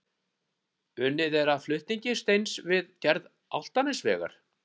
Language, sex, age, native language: Icelandic, male, 30-39, Icelandic